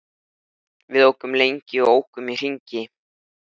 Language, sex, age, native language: Icelandic, male, 13, Icelandic